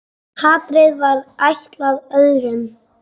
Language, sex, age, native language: Icelandic, female, 10, Icelandic